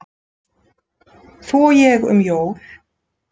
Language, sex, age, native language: Icelandic, female, 60-69, Icelandic